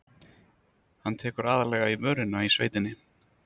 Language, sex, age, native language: Icelandic, male, 30-39, Icelandic